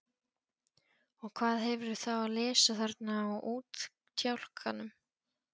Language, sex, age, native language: Icelandic, female, 14, Polish